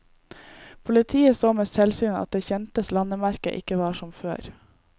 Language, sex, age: Norwegian, female, 18